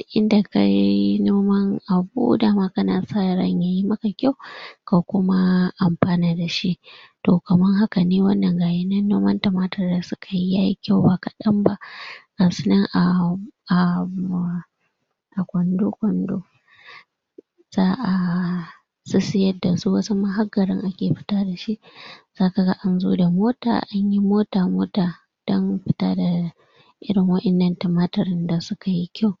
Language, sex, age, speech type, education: Hausa, female, 46-60, spontaneous, tertiary